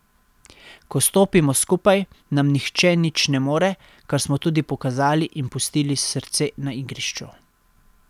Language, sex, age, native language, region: Slovenian, male, 30-49, Slovenian, Central Slovenia